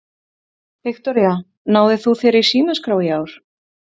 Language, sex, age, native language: Icelandic, female, 30-39, Icelandic